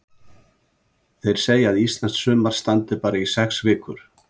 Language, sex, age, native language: Icelandic, male, 70-79, Icelandic